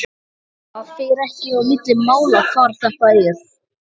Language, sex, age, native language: Icelandic, male, 14, Icelandic